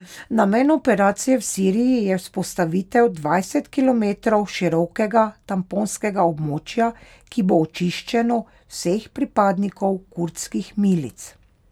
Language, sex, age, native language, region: Slovenian, female, 30-49, Slovenian, Pomurje region